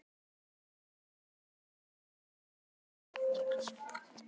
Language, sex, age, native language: Icelandic, male, 12, Icelandic